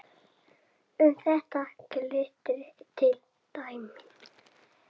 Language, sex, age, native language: Icelandic, male, 7, Icelandic